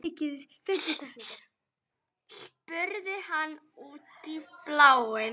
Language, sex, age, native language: Icelandic, female, 9, Icelandic